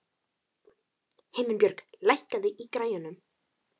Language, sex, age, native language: Icelandic, female, 12, Icelandic